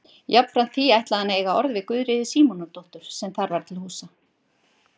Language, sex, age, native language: Icelandic, female, 50-59, Icelandic